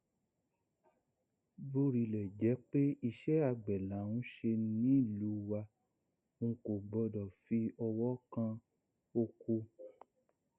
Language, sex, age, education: Yoruba, male, 60+, secondary